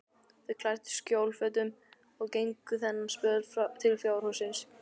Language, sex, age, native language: Icelandic, male, 12, Icelandic